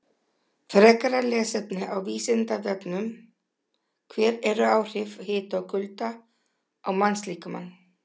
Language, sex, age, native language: Icelandic, female, 60-69, Icelandic